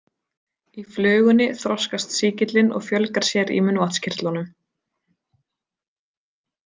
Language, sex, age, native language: Icelandic, female, 20-29, Icelandic